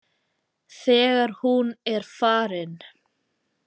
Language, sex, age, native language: Icelandic, female, 20-29, Icelandic